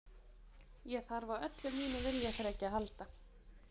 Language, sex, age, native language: Icelandic, female, 20-29, Icelandic